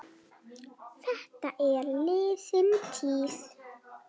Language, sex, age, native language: Icelandic, female, 10, Icelandic